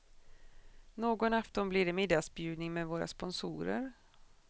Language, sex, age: Swedish, female, 40